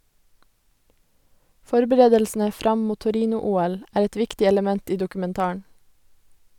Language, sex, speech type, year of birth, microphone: Norwegian, female, read, 1991, Sennheiser